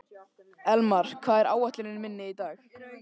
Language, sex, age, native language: Icelandic, male, 13, Icelandic